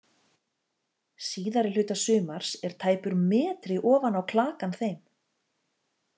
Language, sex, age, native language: Icelandic, female, 30-39, Icelandic